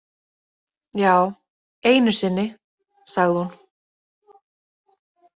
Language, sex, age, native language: Icelandic, female, 30-39, Icelandic